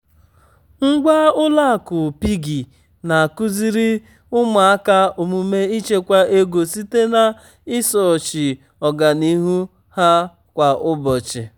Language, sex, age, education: Igbo, male, 30-45, tertiary